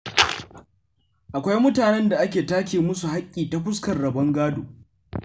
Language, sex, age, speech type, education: Hausa, male, 15-29, read, secondary